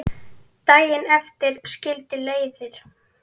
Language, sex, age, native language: Icelandic, female, 9, Icelandic